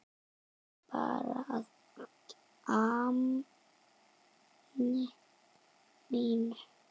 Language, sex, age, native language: Icelandic, female, 9, Icelandic